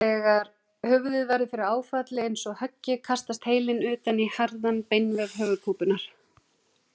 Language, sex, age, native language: Icelandic, female, 40-49, Icelandic